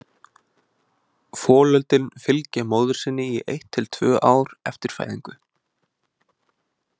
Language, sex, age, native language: Icelandic, male, 20-29, Icelandic